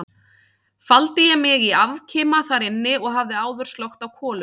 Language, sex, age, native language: Icelandic, female, 30-39, Icelandic